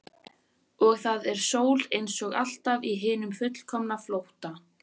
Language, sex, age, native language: Icelandic, female, 14, Icelandic